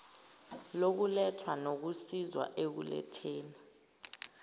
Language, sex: Zulu, female